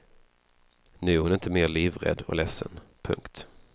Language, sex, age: Swedish, male, 33